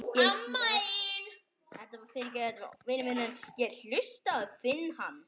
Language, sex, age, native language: Icelandic, male, 10, Icelandic